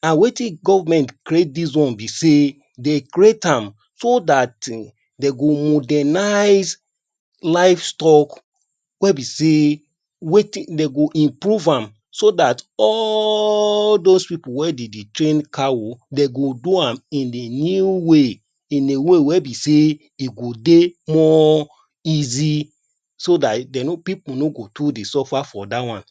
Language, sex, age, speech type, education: Nigerian Pidgin, male, 30-45, spontaneous, tertiary